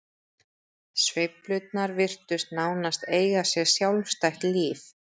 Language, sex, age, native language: Icelandic, female, 30-39, Icelandic